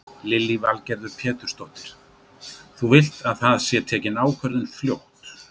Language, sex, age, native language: Icelandic, male, 60-69, Icelandic